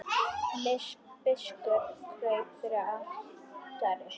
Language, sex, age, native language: Icelandic, female, 10, Icelandic